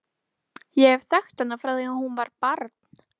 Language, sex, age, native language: Icelandic, female, 12, Icelandic